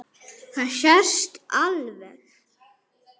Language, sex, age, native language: Icelandic, male, 9, Icelandic